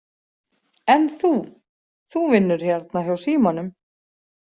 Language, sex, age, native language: Icelandic, female, 40-49, Icelandic